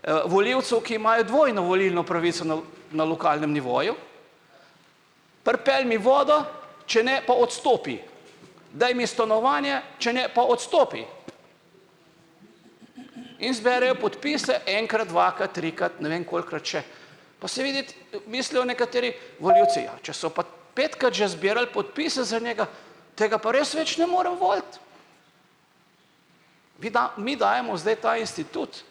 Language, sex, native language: Slovenian, male, Slovenian